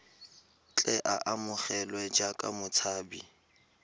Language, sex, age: Tswana, male, 22